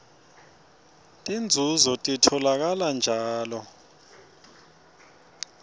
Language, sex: Swati, male